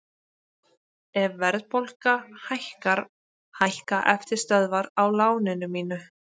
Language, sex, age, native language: Icelandic, female, 20-29, Icelandic